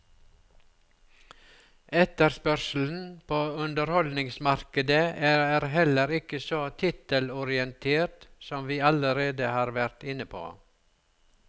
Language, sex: Norwegian, male